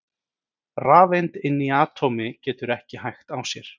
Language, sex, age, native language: Icelandic, male, 30-39, Icelandic